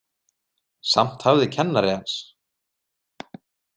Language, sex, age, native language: Icelandic, male, 30-39, Icelandic